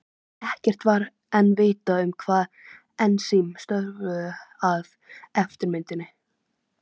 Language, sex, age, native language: Icelandic, female, 11, Icelandic